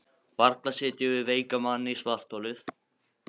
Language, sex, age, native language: Icelandic, male, 15, Icelandic